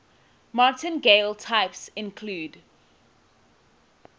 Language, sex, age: English, female, 18